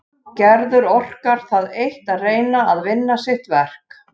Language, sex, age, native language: Icelandic, male, 11, Icelandic